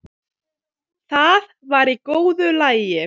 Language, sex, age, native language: Icelandic, female, 18-19, Icelandic